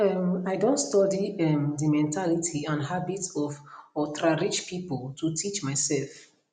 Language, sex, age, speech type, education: Nigerian Pidgin, female, 15-29, spontaneous, tertiary